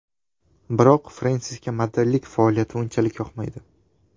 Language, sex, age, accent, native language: Uzbek, male, 12-17, Toshkent shahri, Uzbek